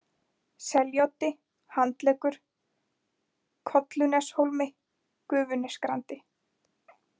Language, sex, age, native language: Icelandic, female, 20-29, Icelandic